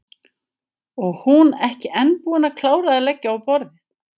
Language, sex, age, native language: Icelandic, female, 50-59, Icelandic